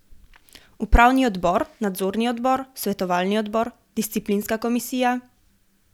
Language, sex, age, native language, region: Slovenian, female, 18-29, Slovenian, Gorenjska region